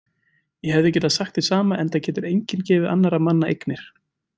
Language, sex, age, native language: Icelandic, male, 20-29, Icelandic